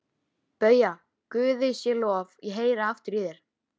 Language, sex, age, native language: Icelandic, female, 13, Icelandic